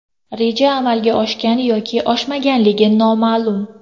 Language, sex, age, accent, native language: Uzbek, female, 18-24, Qashqadaryo, Uzbek